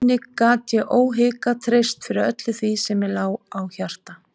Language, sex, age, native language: Icelandic, female, 50-59, Icelandic